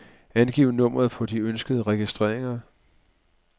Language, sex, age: Danish, male, 44